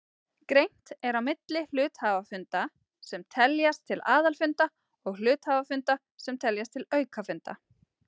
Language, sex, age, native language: Icelandic, female, 30-39, Icelandic